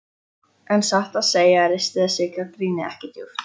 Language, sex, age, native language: Icelandic, female, 14, Icelandic